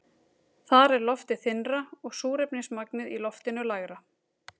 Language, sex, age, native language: Icelandic, female, 30-39, Icelandic